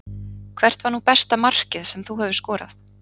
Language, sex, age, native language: Icelandic, female, 30-39, Icelandic